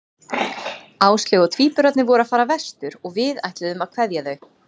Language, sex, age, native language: Icelandic, female, 30-39, Icelandic